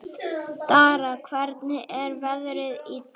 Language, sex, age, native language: Icelandic, female, 30-39, Icelandic